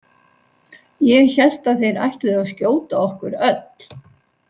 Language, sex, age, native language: Icelandic, female, 60-69, Icelandic